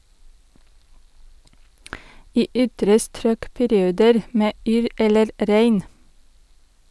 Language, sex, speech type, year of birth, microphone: Norwegian, female, read, 1982, Sennheiser